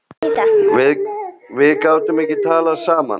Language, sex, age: Icelandic, female, 7